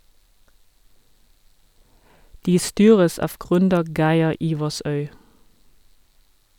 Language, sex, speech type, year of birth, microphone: Norwegian, female, read, 1979, Sennheiser